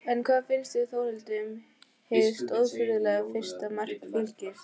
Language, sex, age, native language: Icelandic, female, 15, Icelandic